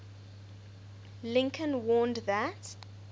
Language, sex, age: English, female, 19